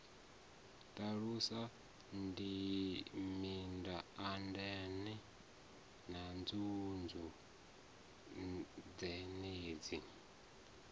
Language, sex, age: Venda, male, 34